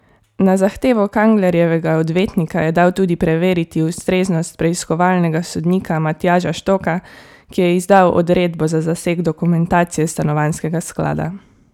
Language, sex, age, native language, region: Slovenian, female, 18-29, Slovenian, Savinja region